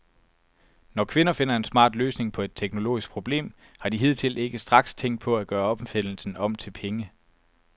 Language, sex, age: Danish, male, 24